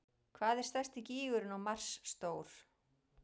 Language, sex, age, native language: Icelandic, female, 40-49, Icelandic